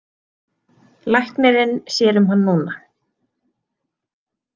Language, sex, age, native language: Icelandic, female, 30-39, Icelandic